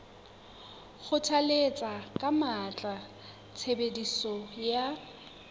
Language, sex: Southern Sotho, female